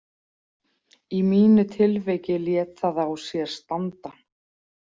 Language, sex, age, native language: Icelandic, female, 40-49, Icelandic